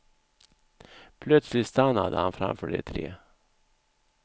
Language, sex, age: Swedish, male, 64